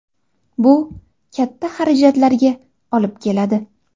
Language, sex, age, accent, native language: Uzbek, female, under 19, Andijon, Uzbek